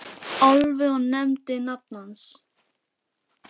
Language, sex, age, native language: Icelandic, female, 10, Icelandic